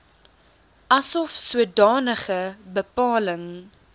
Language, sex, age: Afrikaans, female, 19